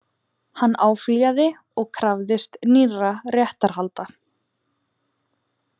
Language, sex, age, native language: Icelandic, female, 20-29, Icelandic